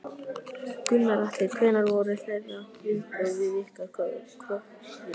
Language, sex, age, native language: Icelandic, male, 12, Icelandic